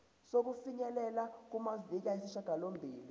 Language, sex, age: Zulu, male, 29